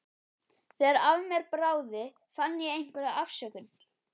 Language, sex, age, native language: Icelandic, male, 12, Icelandic